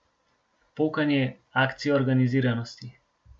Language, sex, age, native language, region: Slovenian, male, 18-29, Slovenian, Gorenjska region